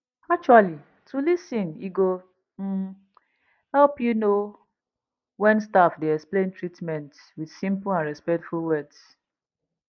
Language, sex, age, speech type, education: Nigerian Pidgin, female, 30-45, spontaneous, tertiary